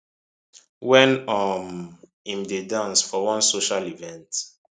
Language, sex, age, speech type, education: Nigerian Pidgin, male, 15-29, spontaneous, secondary